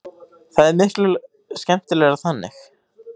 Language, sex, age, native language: Icelandic, male, 18-19, Icelandic